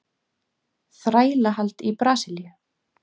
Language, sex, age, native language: Icelandic, female, 30-39, Icelandic